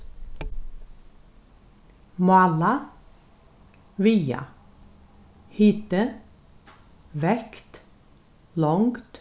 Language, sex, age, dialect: Faroese, female, 61+, Norðurstreymoy/Eysturoy